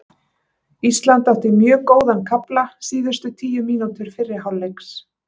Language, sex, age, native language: Icelandic, female, 30-39, Icelandic